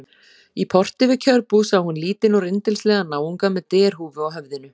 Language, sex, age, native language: Icelandic, female, 40-49, Icelandic